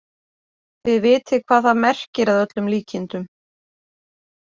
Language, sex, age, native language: Icelandic, female, 40-49, Icelandic